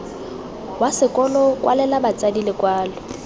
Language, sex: Tswana, female